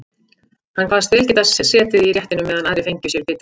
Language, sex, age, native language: Icelandic, female, 50-59, Icelandic